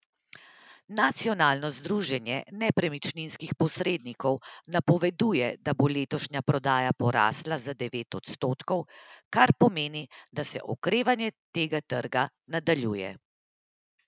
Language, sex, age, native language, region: Slovenian, female, 30-49, Slovenian, Central Slovenia